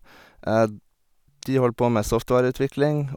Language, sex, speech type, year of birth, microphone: Norwegian, male, spontaneous, 1989, Sennheiser